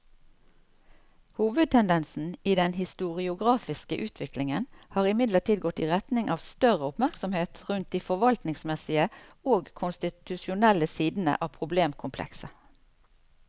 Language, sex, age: Norwegian, female, 54